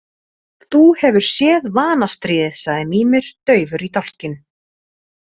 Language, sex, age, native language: Icelandic, female, 30-39, Icelandic